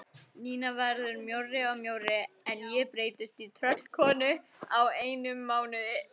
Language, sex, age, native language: Icelandic, female, 18-19, Icelandic